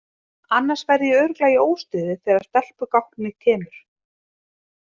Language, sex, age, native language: Icelandic, female, 30-39, Icelandic